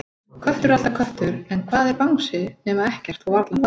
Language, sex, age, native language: Icelandic, female, 40-49, Icelandic